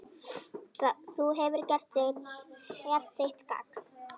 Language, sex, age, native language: Icelandic, female, 8, Icelandic